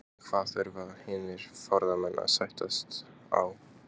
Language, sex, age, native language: Icelandic, male, 20-29, Polish